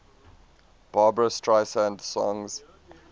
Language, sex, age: English, male, 22